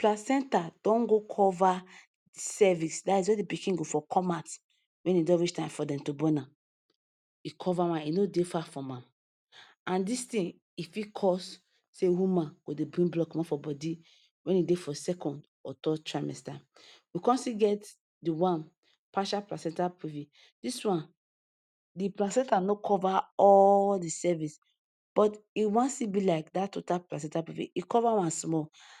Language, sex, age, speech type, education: Nigerian Pidgin, female, 15-29, spontaneous, tertiary